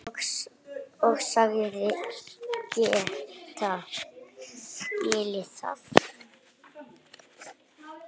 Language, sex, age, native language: Icelandic, male, 9, Icelandic